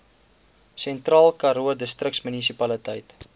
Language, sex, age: Afrikaans, male, 19